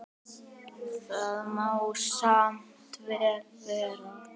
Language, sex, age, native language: Icelandic, male, 9, Icelandic